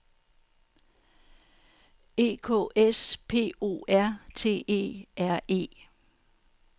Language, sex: Danish, female